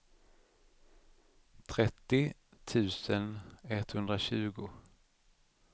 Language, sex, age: Swedish, male, 39